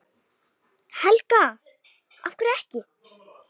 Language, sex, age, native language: Icelandic, female, 7, Icelandic